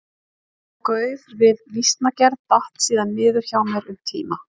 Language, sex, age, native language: Icelandic, female, 40-49, Icelandic